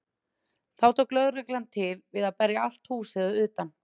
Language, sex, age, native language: Icelandic, female, 30-39, Icelandic